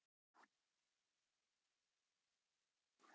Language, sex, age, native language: Icelandic, male, 20-29, Icelandic